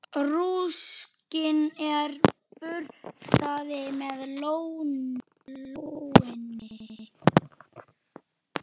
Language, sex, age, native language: Icelandic, female, 9, Icelandic